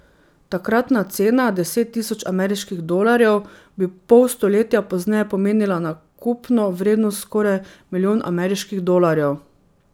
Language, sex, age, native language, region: Slovenian, female, 30-49, Slovenian, Drava region